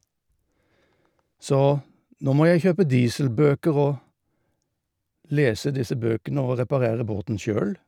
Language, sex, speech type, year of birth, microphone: Norwegian, male, spontaneous, 1952, Shure